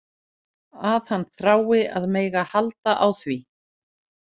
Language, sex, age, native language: Icelandic, female, 40-49, Icelandic